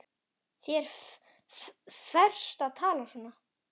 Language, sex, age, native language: Icelandic, male, 9, Icelandic